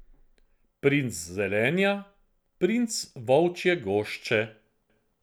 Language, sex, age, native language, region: Slovenian, male, 50-59, Slovenian, Central Slovenia